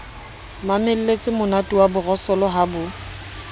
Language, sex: Southern Sotho, female